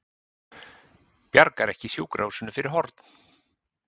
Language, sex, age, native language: Icelandic, male, 50-59, Icelandic